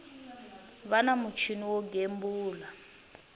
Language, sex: Tsonga, female